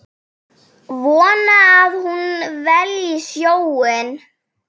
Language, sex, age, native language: Icelandic, female, 7, Icelandic